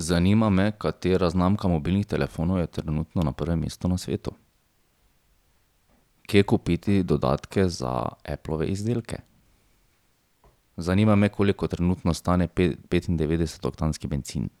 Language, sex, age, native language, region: Slovenian, male, 30-49, Slovenian, Drava region